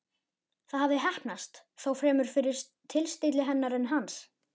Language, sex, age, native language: Icelandic, male, 11, Icelandic